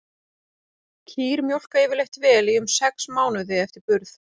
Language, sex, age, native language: Icelandic, female, 40-49, Icelandic